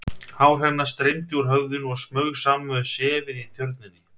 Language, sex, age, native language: Icelandic, male, 30-39, Icelandic